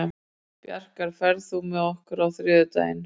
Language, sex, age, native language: Icelandic, female, 40-49, Icelandic